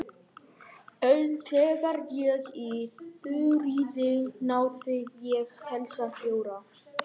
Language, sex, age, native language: Icelandic, male, 11, Icelandic